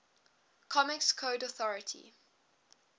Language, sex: English, female